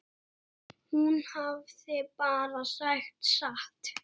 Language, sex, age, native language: Icelandic, male, 6, Icelandic